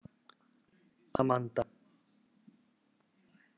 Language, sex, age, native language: Icelandic, male, 30-39, Icelandic